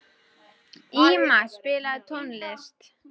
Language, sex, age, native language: Icelandic, female, 12, Icelandic